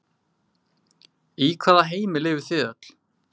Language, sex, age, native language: Icelandic, male, 20-29, Icelandic